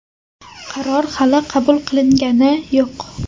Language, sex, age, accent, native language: Uzbek, female, 18-24, Toshkent shahri, Uzbek